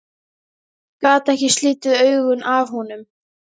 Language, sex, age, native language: Icelandic, female, 11, Icelandic